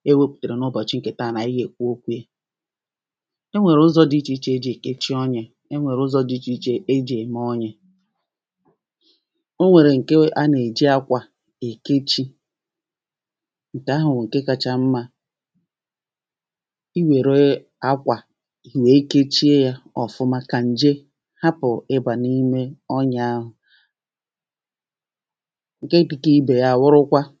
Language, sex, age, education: Igbo, female, 30-45, primary